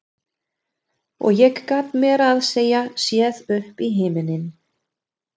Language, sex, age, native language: Icelandic, female, 40-49, German